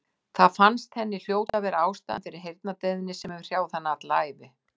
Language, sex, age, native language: Icelandic, female, 60-69, Icelandic